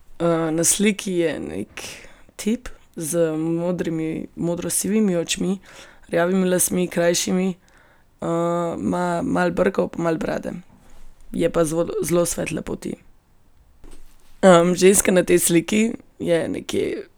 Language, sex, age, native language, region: Slovenian, female, 18-29, Slovenian, Gorenjska region